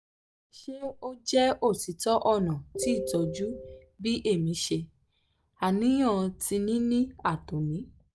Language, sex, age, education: Yoruba, female, 15-29, tertiary